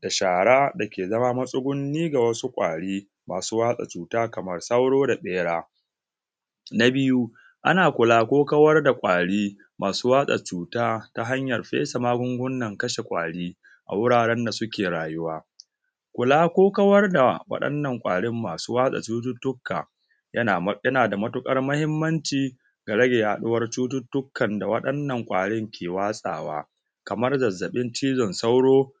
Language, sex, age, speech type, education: Hausa, male, 15-29, spontaneous, tertiary